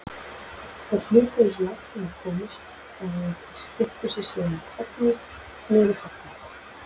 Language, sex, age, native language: Icelandic, female, 40-49, Icelandic